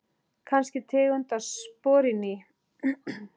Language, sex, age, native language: Icelandic, male, 10, Icelandic